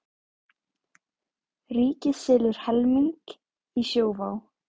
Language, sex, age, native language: Icelandic, female, 18-19, Icelandic